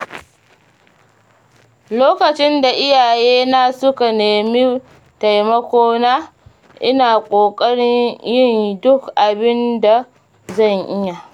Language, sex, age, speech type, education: Hausa, female, 30-45, read, primary